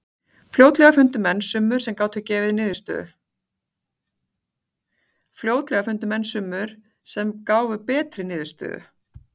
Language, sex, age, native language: Icelandic, female, 40-49, Icelandic